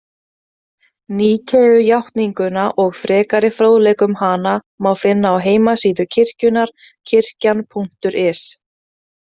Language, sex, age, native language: Icelandic, female, 30-39, Icelandic